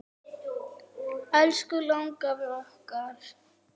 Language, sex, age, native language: Icelandic, female, 9, Icelandic